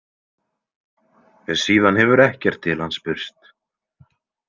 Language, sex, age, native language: Icelandic, male, 20-29, Icelandic